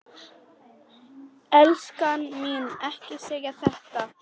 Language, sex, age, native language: Icelandic, female, 10, Polish